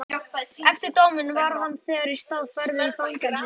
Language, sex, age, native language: Icelandic, male, 11, Icelandic